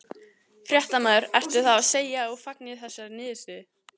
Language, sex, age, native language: Icelandic, other, 14, Icelandic